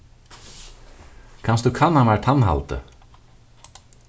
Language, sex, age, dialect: Faroese, male, 36-60, Suðurstreymoy